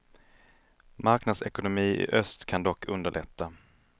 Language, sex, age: Swedish, male, 31